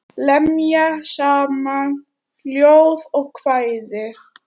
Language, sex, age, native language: Icelandic, female, 9, Icelandic